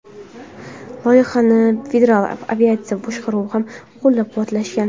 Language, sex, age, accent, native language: Uzbek, female, under 19, Qashqadaryo, Uzbek